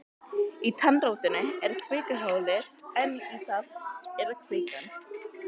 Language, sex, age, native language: Icelandic, other, 12, Icelandic